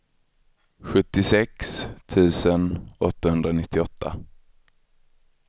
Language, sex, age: Swedish, male, 23